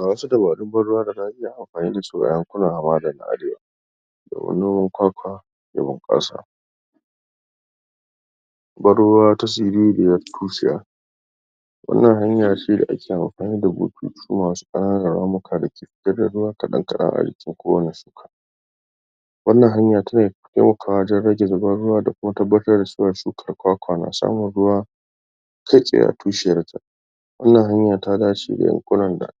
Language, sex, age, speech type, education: Hausa, male, 46-60, spontaneous, tertiary